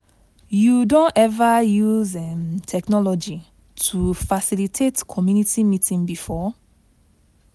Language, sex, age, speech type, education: Nigerian Pidgin, female, 15-29, spontaneous, tertiary